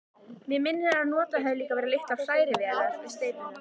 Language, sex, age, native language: Icelandic, female, 14, Icelandic